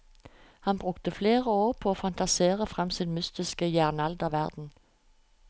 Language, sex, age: Norwegian, female, 45